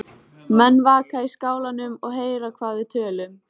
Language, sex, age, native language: Icelandic, female, 14, Icelandic